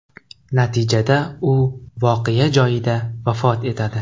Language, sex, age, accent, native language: Uzbek, male, 18-24, Toshkent viloyati, Uzbek